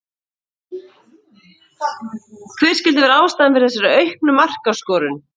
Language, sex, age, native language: Icelandic, female, 50-59, Icelandic